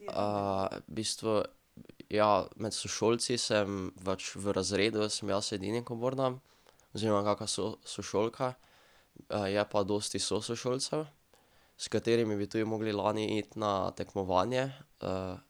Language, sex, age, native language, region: Slovenian, male, 12-17, Slovenian, Drava region